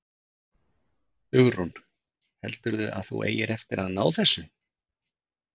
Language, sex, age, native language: Icelandic, male, 50-59, Icelandic